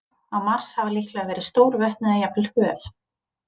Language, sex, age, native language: Icelandic, female, 30-39, Icelandic